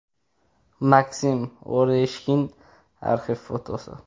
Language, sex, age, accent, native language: Uzbek, male, 18-24, Toshkent viloyati, Uzbek